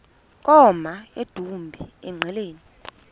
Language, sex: Xhosa, female